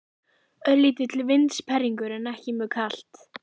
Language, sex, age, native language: Icelandic, female, 11, Icelandic